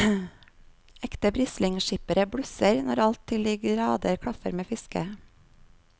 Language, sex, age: Norwegian, female, 39